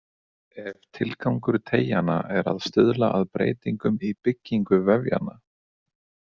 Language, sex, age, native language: Icelandic, male, 30-39, Icelandic